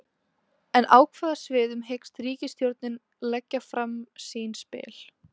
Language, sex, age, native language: Icelandic, female, 20-29, Icelandic